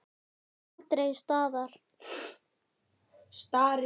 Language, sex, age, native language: Icelandic, male, 10, Icelandic